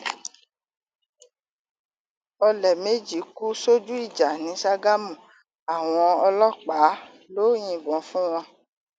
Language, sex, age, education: Yoruba, female, 30-45, tertiary